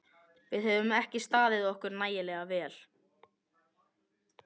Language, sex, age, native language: Icelandic, male, 18-19, Icelandic